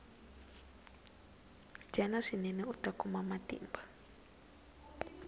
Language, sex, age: Tsonga, female, 19